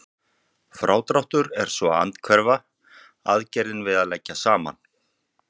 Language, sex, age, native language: Icelandic, male, 40-49, Icelandic